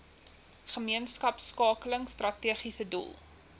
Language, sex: Afrikaans, female